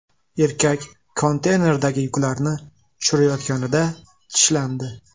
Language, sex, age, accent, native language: Uzbek, male, 19-29, Namangan, Uzbek